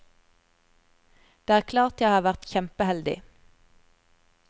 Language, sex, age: Norwegian, female, 24